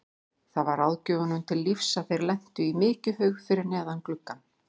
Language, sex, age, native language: Icelandic, female, 40-49, Icelandic